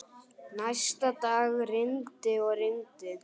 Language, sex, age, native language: Icelandic, male, 8, Icelandic